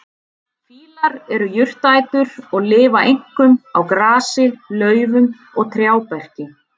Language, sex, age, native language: Icelandic, female, 30-39, Icelandic